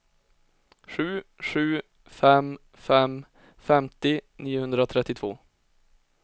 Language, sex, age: Swedish, male, 20